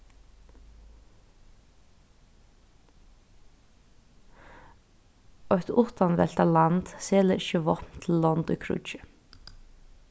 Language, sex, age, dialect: Faroese, female, 15-35, Norðurstreymoy/Eysturoy